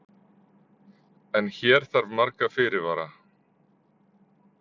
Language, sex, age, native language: Icelandic, male, 40-49, Icelandic